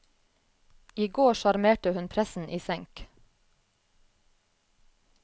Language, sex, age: Norwegian, female, 34